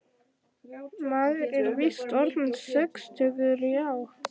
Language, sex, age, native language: Icelandic, male, 11, Icelandic